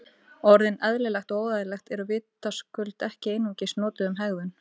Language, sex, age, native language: Icelandic, female, 18-19, Icelandic